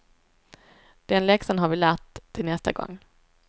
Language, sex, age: Swedish, female, 23